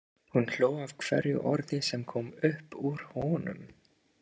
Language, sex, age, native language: Icelandic, male, 30-39, English